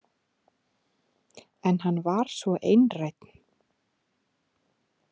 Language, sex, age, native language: Icelandic, female, 30-39, Icelandic